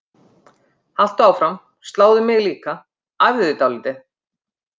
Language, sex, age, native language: Icelandic, female, 50-59, Icelandic